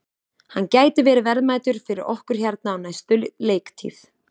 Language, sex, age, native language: Icelandic, female, 20-29, Icelandic